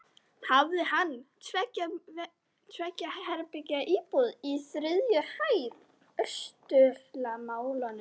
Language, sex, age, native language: Icelandic, female, 12, Icelandic